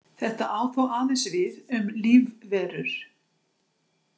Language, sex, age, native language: Icelandic, female, 60-69, Icelandic